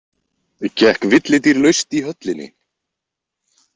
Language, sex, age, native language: Icelandic, male, 20-29, Icelandic